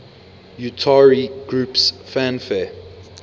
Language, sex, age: English, male, 22